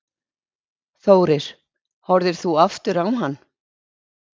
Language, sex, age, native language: Icelandic, female, 60-69, Icelandic